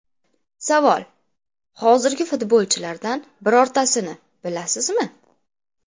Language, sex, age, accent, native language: Uzbek, female, under 19, Namangan, Uzbek